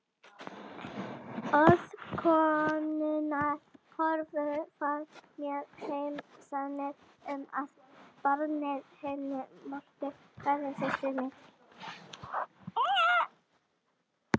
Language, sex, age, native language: Icelandic, female, 40-49, Icelandic